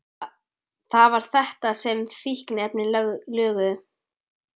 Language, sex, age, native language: Icelandic, male, 12, Icelandic